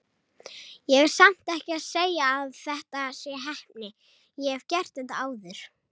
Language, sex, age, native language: Icelandic, female, 18-19, Icelandic